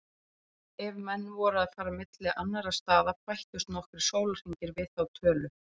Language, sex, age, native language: Icelandic, female, 30-39, Icelandic